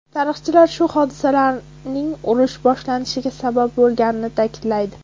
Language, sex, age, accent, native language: Uzbek, female, 18-24, Toshkent viloyati, Uzbek